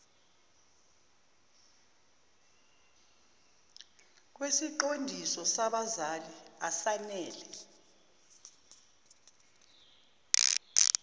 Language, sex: Zulu, female